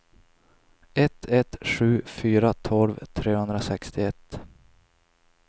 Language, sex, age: Swedish, male, 26